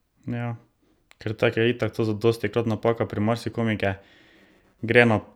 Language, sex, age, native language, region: Slovenian, male, 18-29, Slovenian, Drava region